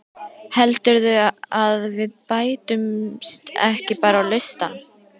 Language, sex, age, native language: Icelandic, female, 13, Icelandic